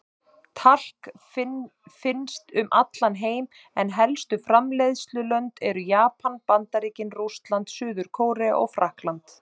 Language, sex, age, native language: Icelandic, male, 30-39, Icelandic